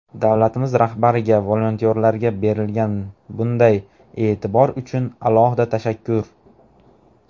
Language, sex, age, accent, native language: Uzbek, male, 19-29, Namangan, Uzbek